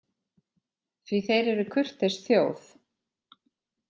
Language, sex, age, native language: Icelandic, female, 40-49, Icelandic